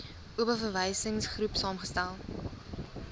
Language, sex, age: Afrikaans, female, 20